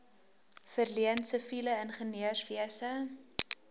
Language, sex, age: Afrikaans, female, 20